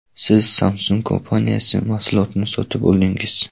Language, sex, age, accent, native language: Uzbek, male, 18-24, Namangan, Uzbek